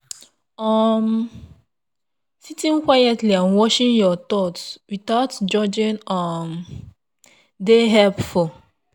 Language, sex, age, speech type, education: Nigerian Pidgin, female, 15-29, spontaneous, tertiary